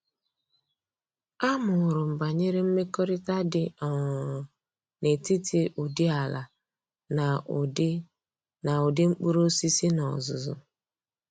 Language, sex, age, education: Igbo, female, 30-45, tertiary